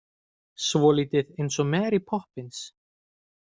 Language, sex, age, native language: Icelandic, male, 20-29, Icelandic